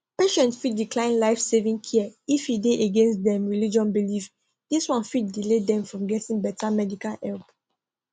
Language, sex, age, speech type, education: Nigerian Pidgin, female, 15-29, spontaneous, tertiary